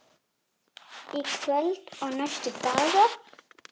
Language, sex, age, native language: Icelandic, female, 8, Icelandic